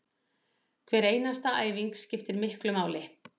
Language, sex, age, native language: Icelandic, female, 40-49, Icelandic